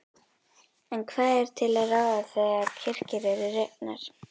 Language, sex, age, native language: Icelandic, other, 11, Icelandic